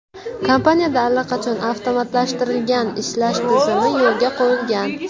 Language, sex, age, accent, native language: Uzbek, female, 18-24, Jizzax, Uzbek